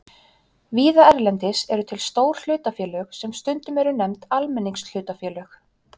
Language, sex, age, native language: Icelandic, female, 30-39, Icelandic